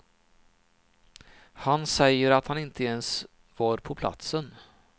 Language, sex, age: Swedish, male, 39